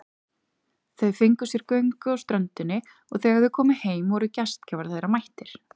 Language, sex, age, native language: Icelandic, female, 30-39, Icelandic